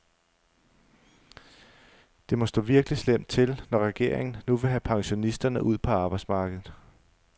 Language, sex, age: Danish, male, 35